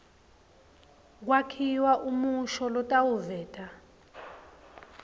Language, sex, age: Swati, female, 21